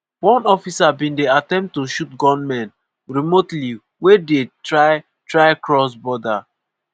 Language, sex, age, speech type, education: Nigerian Pidgin, female, 15-29, spontaneous, tertiary